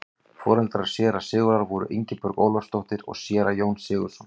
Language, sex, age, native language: Icelandic, male, 40-49, Icelandic